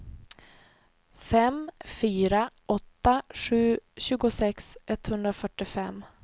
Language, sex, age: Swedish, female, 28